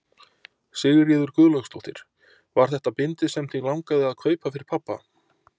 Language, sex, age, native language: Icelandic, male, 30-39, Icelandic